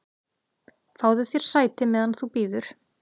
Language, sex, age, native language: Icelandic, female, 30-39, Icelandic